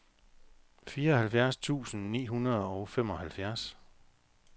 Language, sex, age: Danish, male, 45